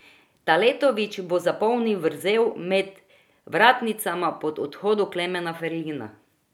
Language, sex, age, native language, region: Slovenian, female, 50-59, Croatian, Drava region